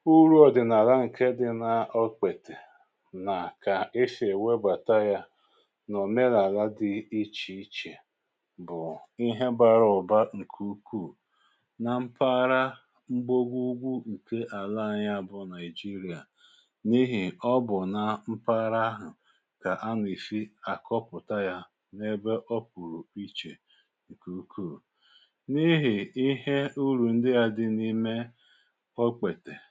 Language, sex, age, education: Igbo, male, 30-45, tertiary